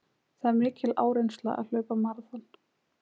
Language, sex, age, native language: Icelandic, female, 20-29, Icelandic